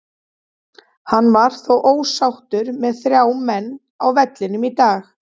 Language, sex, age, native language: Icelandic, female, 30-39, Icelandic